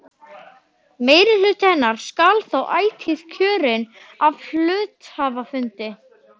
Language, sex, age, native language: Icelandic, male, 12, Icelandic